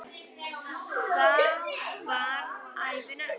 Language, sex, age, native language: Icelandic, female, 10, Icelandic